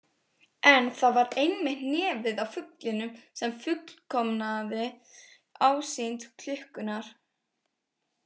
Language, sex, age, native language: Icelandic, female, 18-19, Icelandic